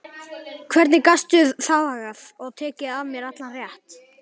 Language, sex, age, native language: Icelandic, male, 11, Icelandic